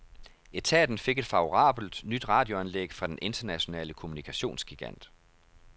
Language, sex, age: Danish, male, 31